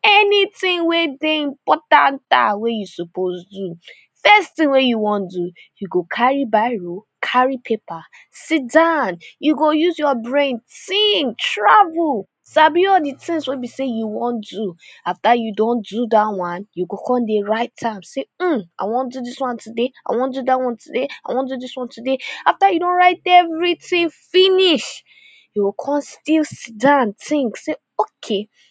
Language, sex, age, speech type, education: Nigerian Pidgin, female, 15-29, spontaneous, secondary